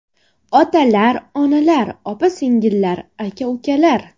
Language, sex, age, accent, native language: Uzbek, female, 18-24, Surxondaryo, Uzbek